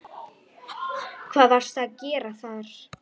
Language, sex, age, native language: Icelandic, female, 10, Icelandic